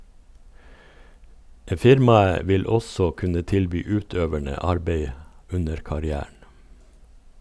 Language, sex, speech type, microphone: Norwegian, male, read, Sennheiser